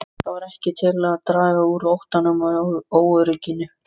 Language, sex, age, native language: Icelandic, other, 13, Icelandic